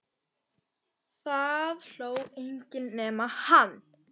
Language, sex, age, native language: Icelandic, male, 10, Icelandic